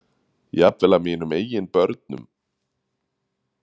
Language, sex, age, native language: Icelandic, male, 30-39, Icelandic